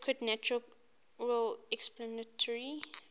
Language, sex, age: English, female, 18